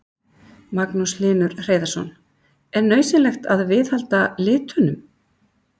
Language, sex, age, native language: Icelandic, female, 50-59, Icelandic